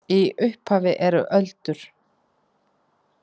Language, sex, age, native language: Icelandic, female, 50-59, Icelandic